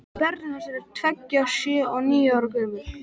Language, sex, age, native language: Icelandic, male, 13, Icelandic